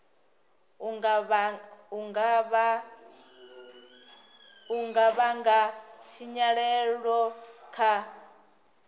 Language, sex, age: Venda, female, 26